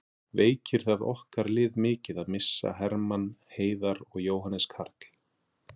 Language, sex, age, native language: Icelandic, male, 40-49, Icelandic